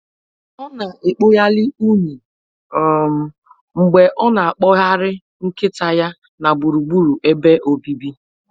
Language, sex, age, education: Igbo, male, 15-29, tertiary